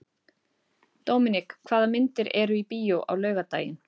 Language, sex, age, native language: Icelandic, female, 30-39, Icelandic